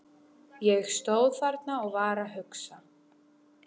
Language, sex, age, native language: Icelandic, female, 12, Icelandic